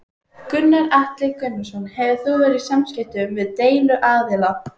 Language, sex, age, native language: Icelandic, female, 14, Icelandic